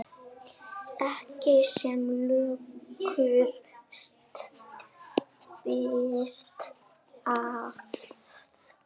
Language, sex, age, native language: Icelandic, female, 7, Icelandic